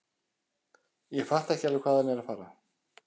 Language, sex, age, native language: Icelandic, male, 50-59, Icelandic